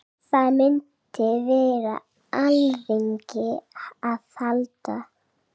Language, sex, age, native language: Icelandic, female, 7, Icelandic